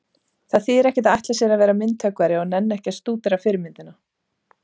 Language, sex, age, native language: Icelandic, female, 30-39, Icelandic